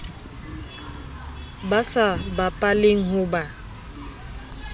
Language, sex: Southern Sotho, female